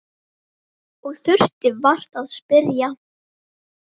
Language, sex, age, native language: Icelandic, female, 10, Icelandic